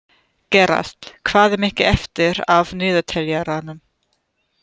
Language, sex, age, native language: Icelandic, female, 30-39, German